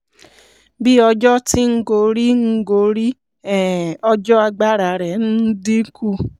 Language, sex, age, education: Yoruba, female, 30-45, tertiary